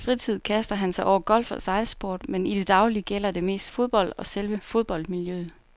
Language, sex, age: Danish, female, 29